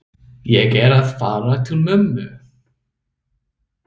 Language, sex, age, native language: Icelandic, male, 30-39, English